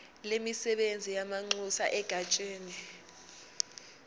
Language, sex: Zulu, female